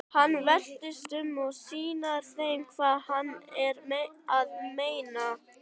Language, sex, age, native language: Icelandic, female, 18-19, Icelandic